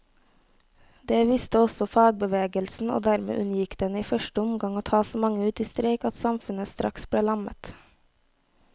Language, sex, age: Norwegian, female, 18